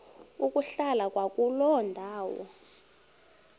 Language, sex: Xhosa, female